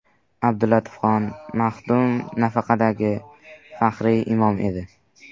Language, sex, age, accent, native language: Uzbek, male, 18-24, Sirdaryo, Uzbek